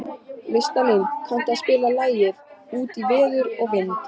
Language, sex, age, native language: Icelandic, female, 13, Icelandic